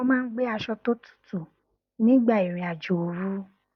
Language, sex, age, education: Yoruba, female, 15-29, tertiary